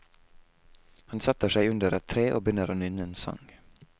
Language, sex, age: Norwegian, male, 22